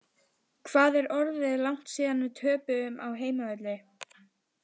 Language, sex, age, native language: Icelandic, other, 20-29, Icelandic